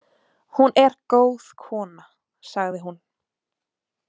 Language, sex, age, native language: Icelandic, female, 20-29, Icelandic